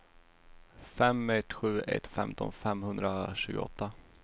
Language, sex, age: Swedish, male, 21